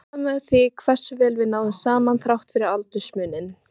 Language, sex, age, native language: Icelandic, female, 18-19, Icelandic